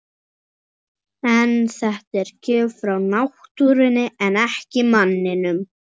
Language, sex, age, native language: Icelandic, female, 18-19, Swedish